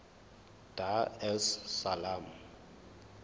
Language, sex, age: Zulu, male, 21